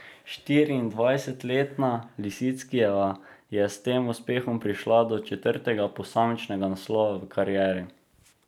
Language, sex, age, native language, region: Slovenian, male, 18-29, Slovenian, Drava region